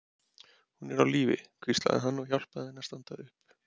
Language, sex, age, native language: Icelandic, male, 30-39, Icelandic